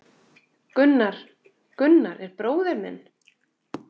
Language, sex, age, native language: Icelandic, female, 7, Icelandic